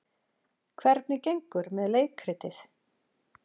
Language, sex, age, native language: Icelandic, female, 40-49, Icelandic